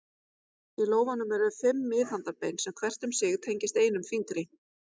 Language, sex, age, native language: Icelandic, female, 40-49, Icelandic